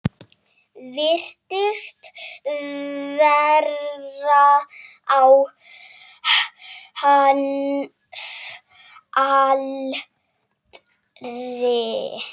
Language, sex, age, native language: Icelandic, male, 7, Icelandic